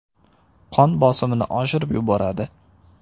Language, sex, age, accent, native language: Uzbek, male, 18-24, Samarqand, Uzbek